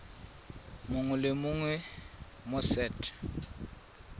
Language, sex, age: Tswana, male, 22